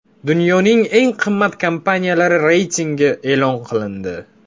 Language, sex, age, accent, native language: Uzbek, male, 18-24, Jizzax, Uzbek